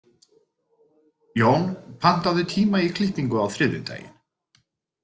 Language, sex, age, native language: Icelandic, male, 30-39, Icelandic